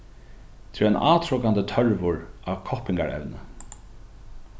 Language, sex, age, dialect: Faroese, male, 36-60, Norðuroyggjar